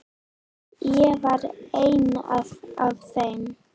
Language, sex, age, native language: Icelandic, female, 9, Icelandic